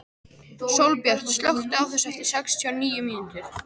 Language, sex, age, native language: Icelandic, female, 13, Icelandic